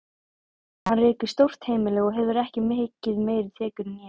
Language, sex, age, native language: Icelandic, female, 18-19, Icelandic